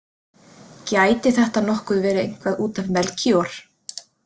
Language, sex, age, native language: Icelandic, female, 30-39, Icelandic